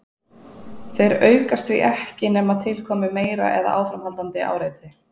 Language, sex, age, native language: Icelandic, female, 20-29, Icelandic